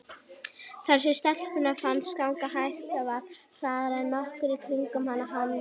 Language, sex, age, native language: Icelandic, female, 18-19, Icelandic